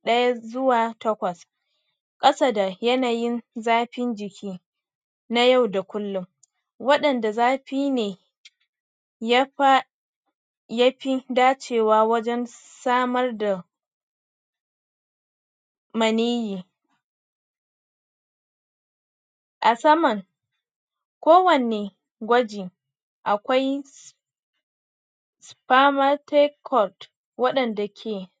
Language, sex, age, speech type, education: Hausa, female, 46-60, spontaneous, tertiary